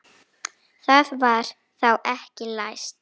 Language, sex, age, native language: Icelandic, female, 7, Icelandic